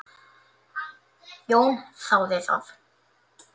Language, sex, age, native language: Icelandic, male, 8, Icelandic